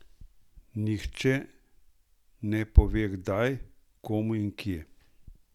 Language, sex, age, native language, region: Slovenian, male, 60+, Slovenian, Central Slovenia